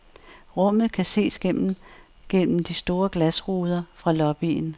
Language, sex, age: Danish, female, 64